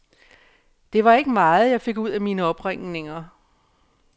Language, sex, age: Danish, female, 57